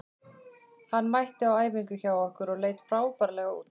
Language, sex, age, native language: Icelandic, female, 20-29, Icelandic